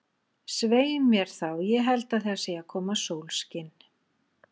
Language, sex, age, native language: Icelandic, female, 40-49, Icelandic